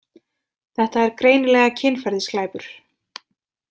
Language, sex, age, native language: Icelandic, female, 20-29, Icelandic